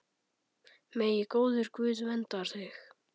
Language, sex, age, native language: Icelandic, male, 10, Icelandic